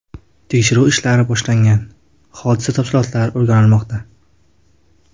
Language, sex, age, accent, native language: Uzbek, male, 19-29, Qashqadaryo, Uzbek